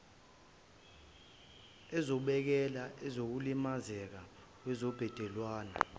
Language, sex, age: Zulu, male, 23